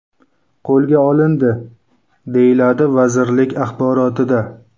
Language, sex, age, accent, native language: Uzbek, male, 19-29, Qashqadaryo, Uzbek